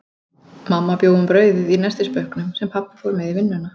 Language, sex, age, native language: Icelandic, female, 40-49, Icelandic